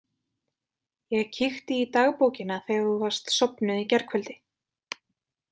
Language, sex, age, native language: Icelandic, female, 20-29, Icelandic